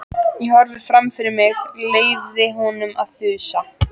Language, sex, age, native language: Icelandic, female, 14, Icelandic